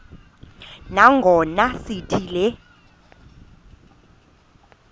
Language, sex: Xhosa, female